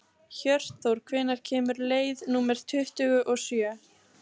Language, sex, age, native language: Icelandic, female, 15, Icelandic